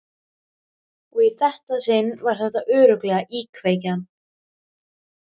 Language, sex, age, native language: Icelandic, female, 13, Icelandic